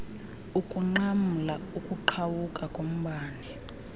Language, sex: Xhosa, female